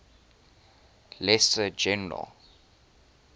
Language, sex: English, male